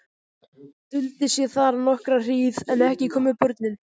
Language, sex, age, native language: Icelandic, male, 14, Icelandic